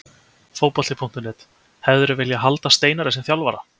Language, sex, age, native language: Icelandic, male, 20-29, Icelandic